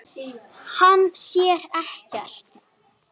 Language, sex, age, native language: Icelandic, female, 8, Icelandic